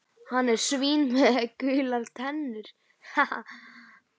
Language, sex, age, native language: Icelandic, male, 12, Icelandic